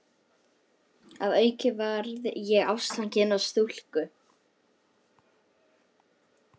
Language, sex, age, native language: Icelandic, female, 11, Icelandic